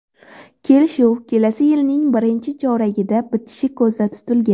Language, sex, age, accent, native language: Uzbek, female, 18-24, Surxondaryo, Uzbek